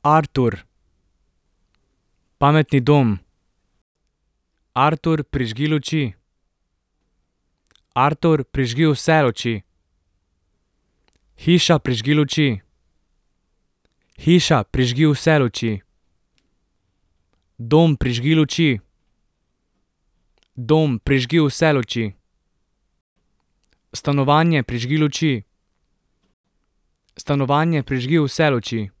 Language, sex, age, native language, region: Slovenian, male, 18-29, Slovenian, Drava region